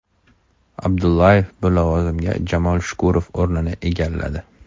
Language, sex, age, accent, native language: Uzbek, male, 35+, Toshkent shahri, Uzbek